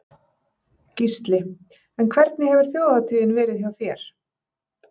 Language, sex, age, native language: Icelandic, female, 30-39, Icelandic